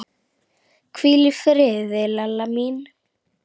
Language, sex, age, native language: Icelandic, female, 9, Icelandic